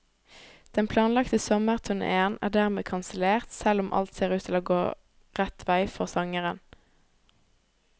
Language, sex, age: Norwegian, female, 18